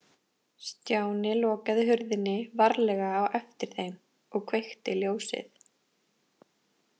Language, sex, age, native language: Icelandic, female, 20-29, Icelandic